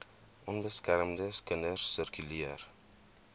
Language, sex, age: Afrikaans, male, 21